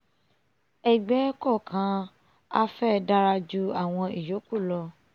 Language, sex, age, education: Yoruba, female, 15-29, tertiary